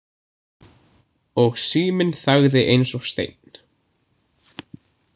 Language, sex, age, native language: Icelandic, male, 20-29, Icelandic